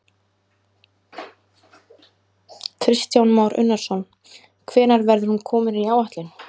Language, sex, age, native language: Icelandic, female, 20-29, Icelandic